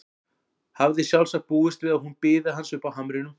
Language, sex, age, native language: Icelandic, male, 40-49, Icelandic